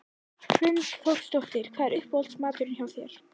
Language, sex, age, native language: Icelandic, female, 11, Icelandic